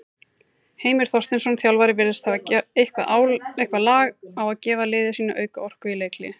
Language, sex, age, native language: Icelandic, female, 30-39, Icelandic